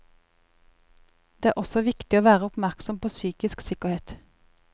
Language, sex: Norwegian, female